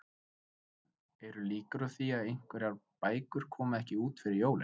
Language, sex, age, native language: Icelandic, male, 20-29, Icelandic